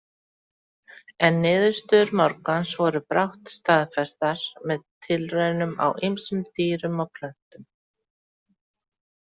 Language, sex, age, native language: Icelandic, female, 40-49, Icelandic